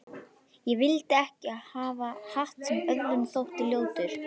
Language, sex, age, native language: Icelandic, female, 11, Icelandic